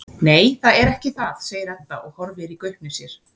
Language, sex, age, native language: Icelandic, female, 40-49, Icelandic